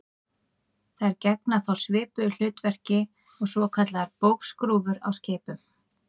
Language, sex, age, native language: Icelandic, female, 30-39, Icelandic